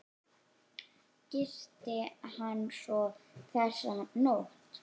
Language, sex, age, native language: Icelandic, female, 8, Icelandic